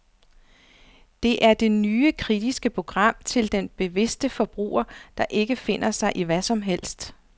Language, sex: Danish, female